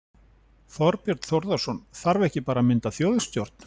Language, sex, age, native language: Icelandic, male, 40-49, Icelandic